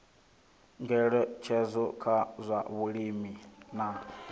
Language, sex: Venda, male